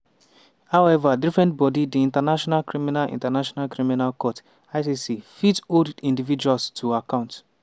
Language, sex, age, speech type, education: Nigerian Pidgin, male, 15-29, spontaneous, tertiary